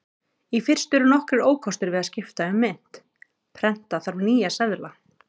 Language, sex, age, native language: Icelandic, female, 30-39, Icelandic